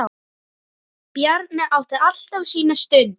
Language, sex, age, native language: Icelandic, male, 9, Icelandic